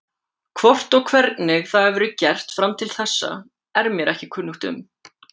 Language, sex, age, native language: Icelandic, male, 18-19, Icelandic